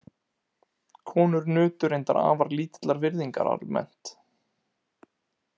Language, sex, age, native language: Icelandic, male, 20-29, Icelandic